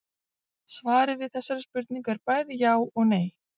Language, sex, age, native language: Icelandic, female, 40-49, Icelandic